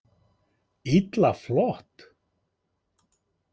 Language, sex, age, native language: Icelandic, male, 50-59, Icelandic